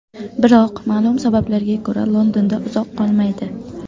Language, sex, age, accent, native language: Uzbek, female, under 19, Qoraqalpog'iston, Uzbek